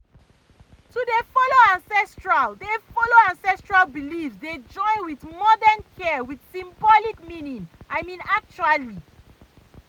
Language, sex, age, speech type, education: Nigerian Pidgin, female, 30-45, spontaneous, tertiary